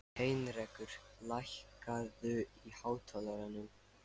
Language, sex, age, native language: Icelandic, male, 13, Lithuanian